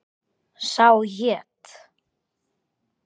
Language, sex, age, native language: Icelandic, male, 8, Icelandic